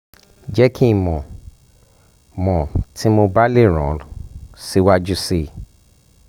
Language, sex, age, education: Yoruba, male, 30-45, tertiary